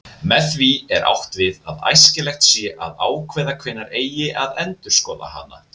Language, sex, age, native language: Icelandic, male, 20-29, Icelandic